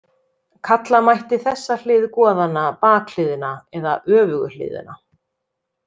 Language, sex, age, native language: Icelandic, female, 30-39, Icelandic